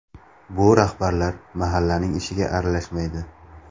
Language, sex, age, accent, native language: Uzbek, male, 19-29, Samarqand, Uzbek